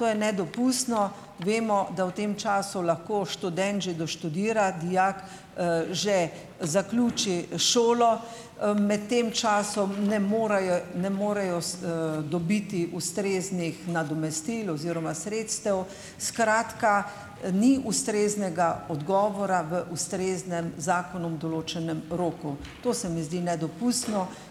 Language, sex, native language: Slovenian, female, Slovenian